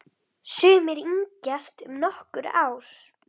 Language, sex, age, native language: Icelandic, female, 9, Icelandic